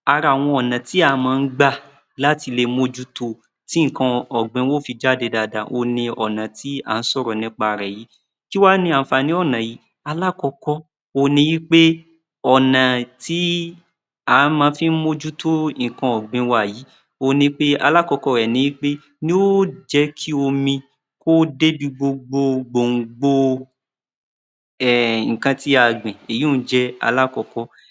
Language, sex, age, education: Yoruba, male, 30-45, tertiary